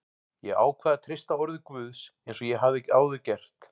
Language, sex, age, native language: Icelandic, male, 40-49, Icelandic